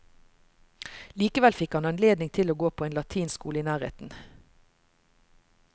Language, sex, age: Norwegian, female, 45